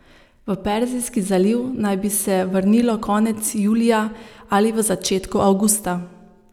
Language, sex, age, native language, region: Slovenian, female, 30-49, Slovenian, Savinja region